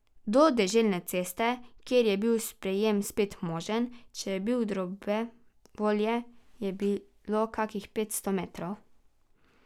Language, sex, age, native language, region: Slovenian, female, 12-17, Slovenian, Carinthia region